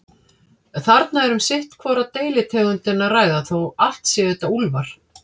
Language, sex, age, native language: Icelandic, female, 50-59, Icelandic